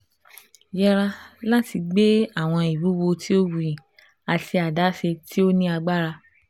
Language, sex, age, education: Yoruba, female, 15-29, tertiary